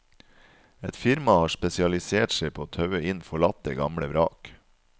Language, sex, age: Norwegian, male, 37